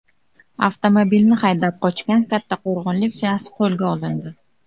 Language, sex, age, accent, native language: Uzbek, female, 25-34, Namangan, Uzbek